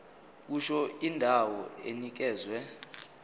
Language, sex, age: Zulu, male, 25